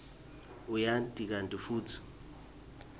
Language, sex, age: Swati, male, 23